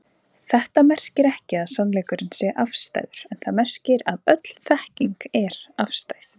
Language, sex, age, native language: Icelandic, female, 20-29, Icelandic